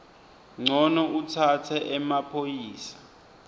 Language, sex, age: Swati, male, 20